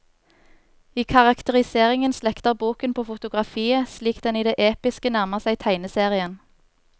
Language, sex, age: Norwegian, female, 24